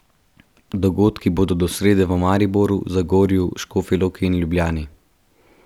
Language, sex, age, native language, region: Slovenian, male, 12-17, Slovenian, Central Slovenia